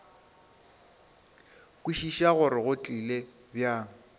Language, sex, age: Northern Sotho, female, 26